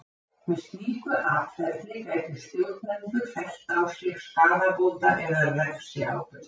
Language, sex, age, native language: Icelandic, female, 70-79, Icelandic